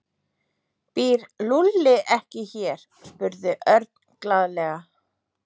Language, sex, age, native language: Icelandic, female, 30-39, Icelandic